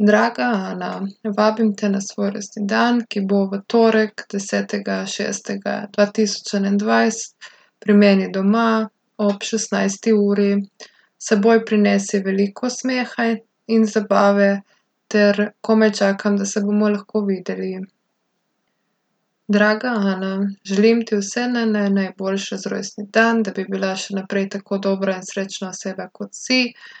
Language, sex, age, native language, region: Slovenian, female, 18-29, Slovenian, Gorica region